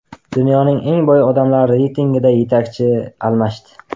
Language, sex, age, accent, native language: Uzbek, male, 18-24, Qashqadaryo, Uzbek